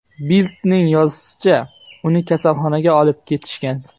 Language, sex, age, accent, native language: Uzbek, male, 18-24, Xorazm, Uzbek